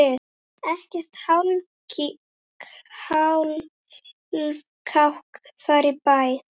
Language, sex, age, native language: Icelandic, female, 8, Icelandic